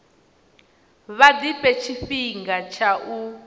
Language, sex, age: Venda, female, 19